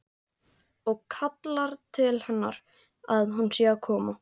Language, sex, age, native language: Icelandic, female, 14, Icelandic